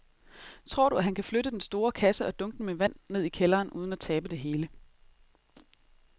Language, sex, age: Danish, female, 30